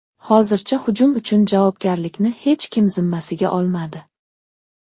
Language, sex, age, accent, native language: Uzbek, male, 19-29, Xorazm, Uzbek